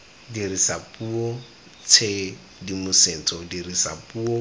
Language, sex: Tswana, male